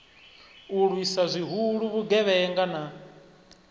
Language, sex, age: Venda, male, 25